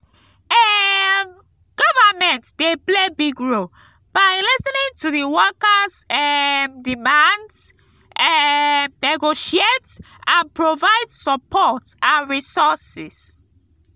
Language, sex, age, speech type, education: Nigerian Pidgin, female, 15-29, spontaneous, tertiary